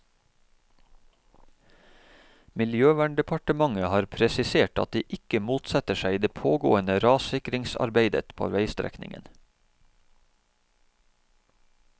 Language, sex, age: Norwegian, male, 31